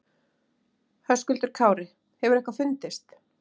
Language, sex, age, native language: Icelandic, female, 30-39, Icelandic